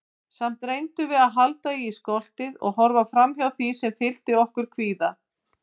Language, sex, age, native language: Icelandic, female, 50-59, Icelandic